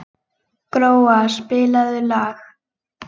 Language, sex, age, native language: Icelandic, female, 18-19, Icelandic